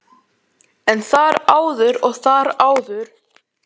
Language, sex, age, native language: Icelandic, male, 11, Icelandic